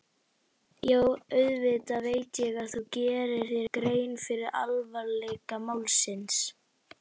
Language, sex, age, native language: Icelandic, female, 60-69, Icelandic